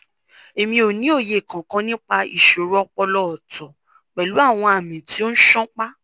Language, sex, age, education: Yoruba, female, 15-29, tertiary